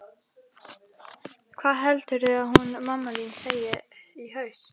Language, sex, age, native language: Icelandic, female, 11, Icelandic